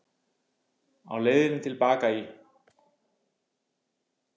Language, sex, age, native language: Icelandic, male, 50-59, Icelandic